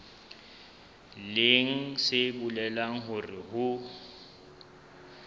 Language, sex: Southern Sotho, male